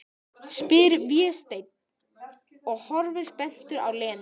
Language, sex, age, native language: Icelandic, male, 13, Icelandic